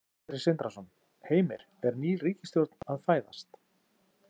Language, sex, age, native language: Icelandic, male, 40-49, Icelandic